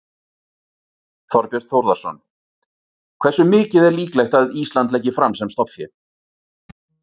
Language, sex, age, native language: Icelandic, male, 40-49, Icelandic